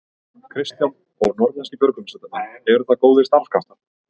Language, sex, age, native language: Icelandic, male, 20-29, Icelandic